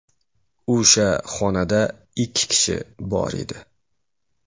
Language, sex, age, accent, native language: Uzbek, male, 25-34, Samarqand, Uzbek